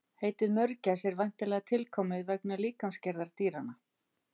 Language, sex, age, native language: Icelandic, female, 50-59, Icelandic